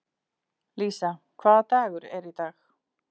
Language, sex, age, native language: Icelandic, female, 40-49, Icelandic